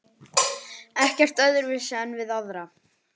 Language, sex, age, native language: Icelandic, male, 18-19, Icelandic